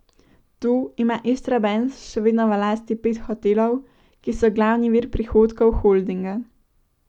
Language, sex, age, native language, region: Slovenian, female, 18-29, Slovenian, Central Slovenia